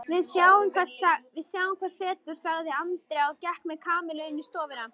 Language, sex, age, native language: Icelandic, female, 18-19, Icelandic